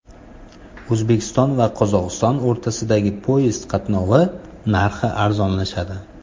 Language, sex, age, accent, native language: Uzbek, male, 25-34, Toshkent shahri, Uzbek